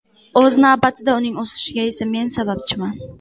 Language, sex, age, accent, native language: Uzbek, female, under 19, Qashqadaryo, Uzbek